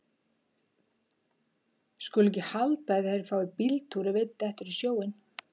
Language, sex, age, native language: Icelandic, female, 50-59, Icelandic